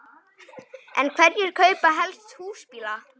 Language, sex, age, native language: Icelandic, male, 9, Icelandic